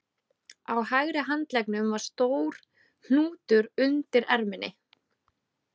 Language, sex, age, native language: Icelandic, female, 30-39, Icelandic